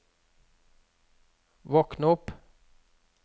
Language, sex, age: Norwegian, male, 46